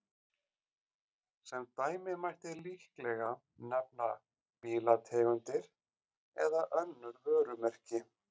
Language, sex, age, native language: Icelandic, male, 40-49, Icelandic